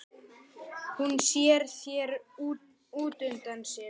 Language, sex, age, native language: Icelandic, male, 9, Icelandic